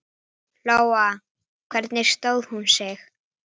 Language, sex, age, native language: Icelandic, female, 9, Icelandic